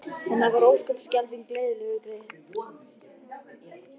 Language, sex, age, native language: Icelandic, male, 11, Icelandic